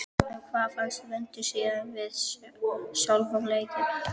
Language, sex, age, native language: Icelandic, female, 12, Icelandic